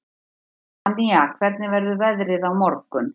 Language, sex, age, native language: Icelandic, female, 50-59, Icelandic